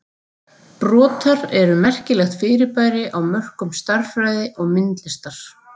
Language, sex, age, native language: Icelandic, female, 40-49, Icelandic